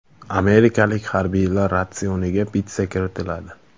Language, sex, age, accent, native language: Uzbek, male, 18-24, Farg'ona, Uzbek